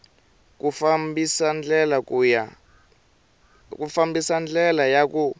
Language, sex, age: Tsonga, male, 23